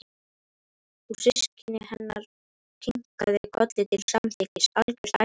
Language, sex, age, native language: Icelandic, male, 11, Icelandic